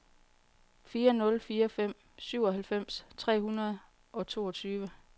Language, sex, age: Danish, female, 40